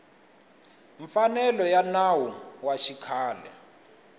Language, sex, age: Tsonga, male, 21